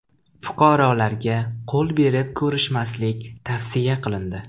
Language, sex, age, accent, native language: Uzbek, male, 18-24, Toshkent viloyati, Uzbek